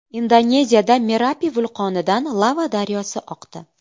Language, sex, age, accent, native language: Uzbek, female, 25-34, Qashqadaryo, Uzbek